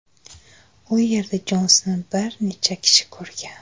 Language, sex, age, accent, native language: Uzbek, female, 25-34, Jizzax, Uzbek